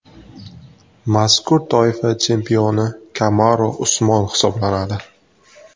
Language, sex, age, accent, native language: Uzbek, male, 18-24, Sirdaryo, Uzbek